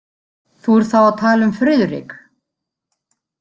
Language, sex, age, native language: Icelandic, female, 50-59, Icelandic